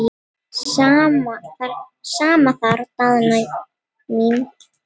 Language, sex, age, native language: Icelandic, female, 8, Icelandic